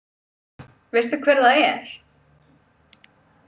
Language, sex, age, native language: Icelandic, female, 20-29, Icelandic